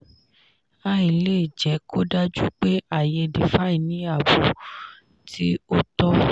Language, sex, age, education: Yoruba, female, 15-29, tertiary